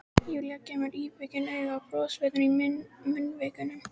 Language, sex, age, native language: Icelandic, female, 12, Icelandic